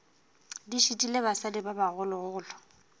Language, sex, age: Northern Sotho, female, 22